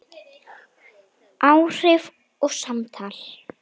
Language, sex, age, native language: Icelandic, female, 10, Icelandic